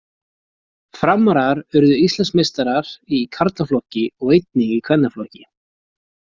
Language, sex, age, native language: Icelandic, male, 20-29, Icelandic